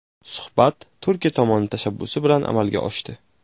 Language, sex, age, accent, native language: Uzbek, male, 18-24, Jizzax, Uzbek